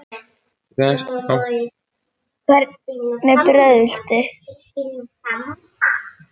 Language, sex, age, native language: Icelandic, female, 7, Icelandic